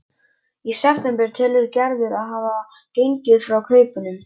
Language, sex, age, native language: Icelandic, male, 11, Icelandic